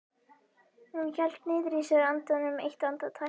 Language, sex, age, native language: Icelandic, female, 11, Icelandic